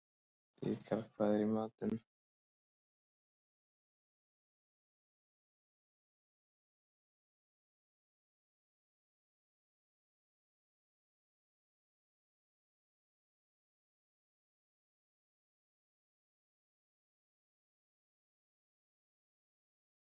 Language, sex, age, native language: Icelandic, male, 13, Icelandic